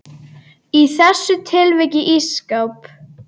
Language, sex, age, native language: Icelandic, female, 10, Icelandic